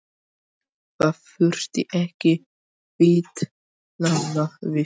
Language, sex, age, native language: Icelandic, male, 18-19, Icelandic